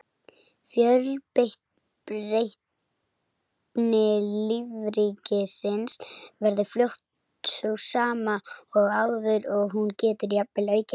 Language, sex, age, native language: Icelandic, female, 30-39, Icelandic